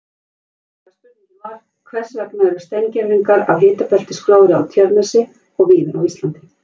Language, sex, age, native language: Icelandic, female, 50-59, Icelandic